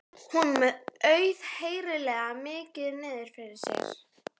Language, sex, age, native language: Icelandic, female, 11, Icelandic